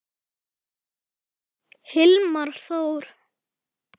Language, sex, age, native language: Icelandic, male, 10, Icelandic